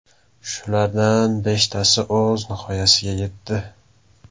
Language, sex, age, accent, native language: Uzbek, male, 18-24, Samarqand, Uzbek